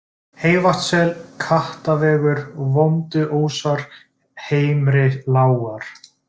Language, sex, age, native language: Icelandic, male, 20-29, Icelandic